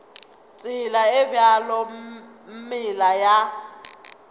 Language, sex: Northern Sotho, female